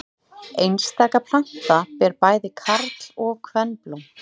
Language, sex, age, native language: Icelandic, female, 30-39, Icelandic